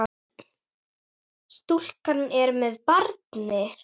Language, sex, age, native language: Icelandic, male, 8, Icelandic